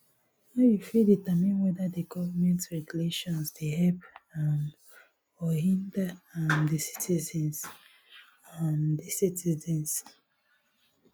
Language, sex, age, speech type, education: Nigerian Pidgin, female, 15-29, spontaneous, tertiary